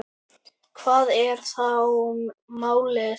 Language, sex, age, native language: Icelandic, male, 9, Icelandic